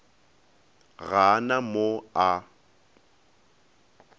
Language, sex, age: Northern Sotho, male, 19